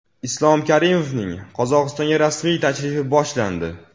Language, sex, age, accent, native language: Uzbek, male, under 19, Toshkent viloyati, Uzbek